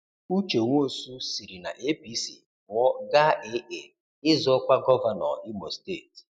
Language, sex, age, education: Igbo, male, 30-45, tertiary